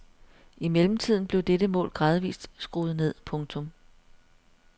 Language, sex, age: Danish, female, 42